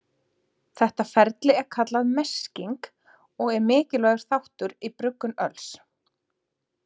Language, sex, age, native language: Icelandic, female, 30-39, Icelandic